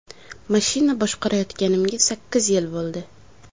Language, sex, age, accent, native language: Uzbek, female, under 19, Samarqand, Uzbek